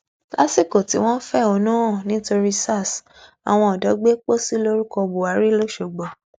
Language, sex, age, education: Yoruba, female, 15-29, tertiary